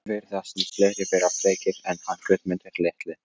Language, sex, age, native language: Icelandic, male, 14, Polish